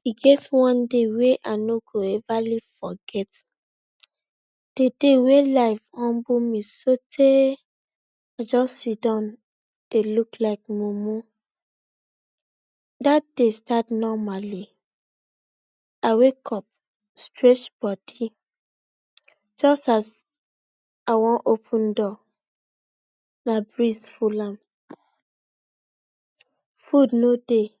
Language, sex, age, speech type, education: Nigerian Pidgin, female, 15-29, spontaneous, tertiary